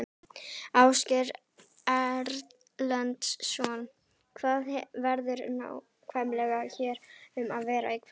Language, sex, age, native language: Icelandic, female, 18-19, Icelandic